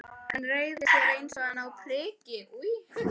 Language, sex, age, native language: Icelandic, female, 12, Icelandic